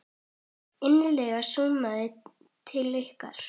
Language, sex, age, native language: Icelandic, female, 10, Icelandic